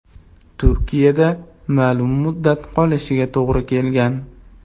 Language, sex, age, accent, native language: Uzbek, male, 18-24, Andijon, Uzbek